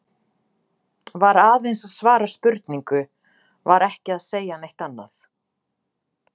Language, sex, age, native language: Icelandic, female, 40-49, Icelandic